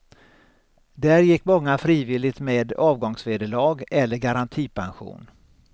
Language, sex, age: Swedish, male, 63